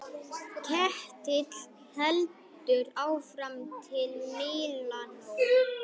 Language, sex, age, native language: Icelandic, male, 9, Icelandic